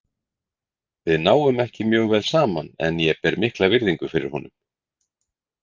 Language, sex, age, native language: Icelandic, male, 40-49, Icelandic